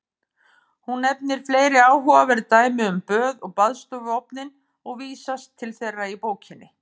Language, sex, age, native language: Icelandic, female, 50-59, Icelandic